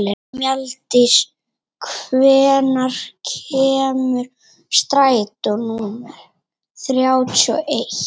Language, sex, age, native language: Icelandic, female, 18-19, Icelandic